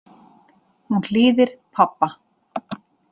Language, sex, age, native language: Icelandic, female, 40-49, Icelandic